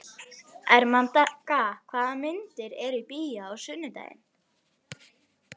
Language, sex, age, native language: Icelandic, female, 11, Icelandic